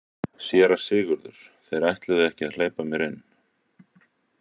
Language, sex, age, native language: Icelandic, male, 40-49, Icelandic